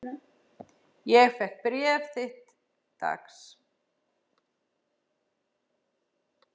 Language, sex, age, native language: Icelandic, female, 10, Icelandic